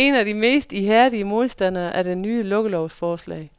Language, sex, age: Danish, female, 43